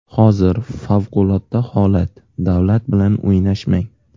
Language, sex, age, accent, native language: Uzbek, male, 18-24, Navoiy, Uzbek